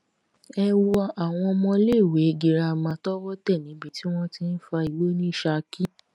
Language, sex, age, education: Yoruba, female, 15-29, tertiary